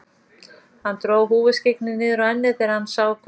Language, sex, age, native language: Icelandic, female, 40-49, Icelandic